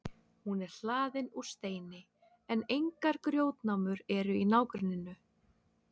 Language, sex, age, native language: Icelandic, female, 30-39, Icelandic